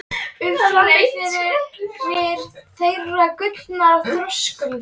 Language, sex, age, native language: Icelandic, female, 13, Icelandic